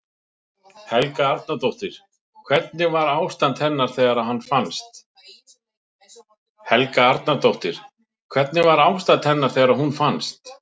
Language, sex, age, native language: Icelandic, male, 50-59, Icelandic